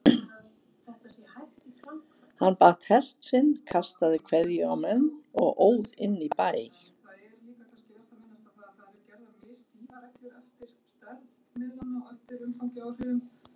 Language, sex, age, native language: Icelandic, female, 70-79, Icelandic